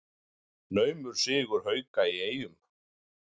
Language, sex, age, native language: Icelandic, male, 40-49, Icelandic